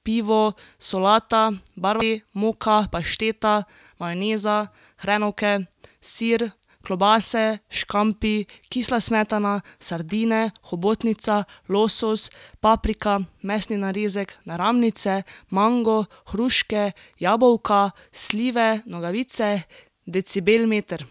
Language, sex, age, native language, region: Slovenian, female, 18-29, Slovenian, Drava region